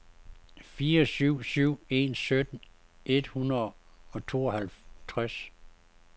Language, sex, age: Danish, male, 52